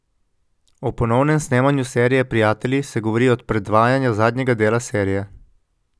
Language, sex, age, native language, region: Slovenian, male, 18-29, Slovenian, Coastal Karst region